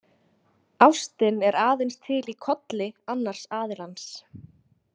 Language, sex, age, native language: Icelandic, female, 20-29, Icelandic